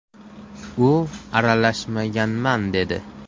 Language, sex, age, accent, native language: Uzbek, male, 18-24, Farg'ona, Uzbek